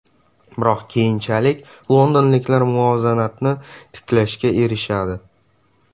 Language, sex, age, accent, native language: Uzbek, male, 12-17, Samarqand, Uzbek